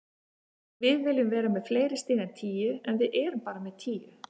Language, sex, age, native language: Icelandic, female, 50-59, Icelandic